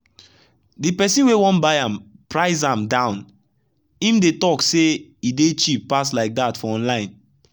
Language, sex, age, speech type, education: Nigerian Pidgin, male, 15-29, spontaneous, tertiary